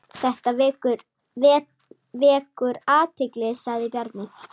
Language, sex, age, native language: Icelandic, female, 7, Icelandic